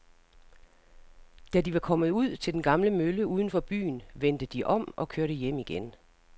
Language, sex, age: Danish, female, 60